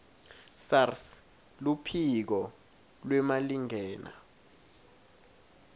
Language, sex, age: Swati, male, 21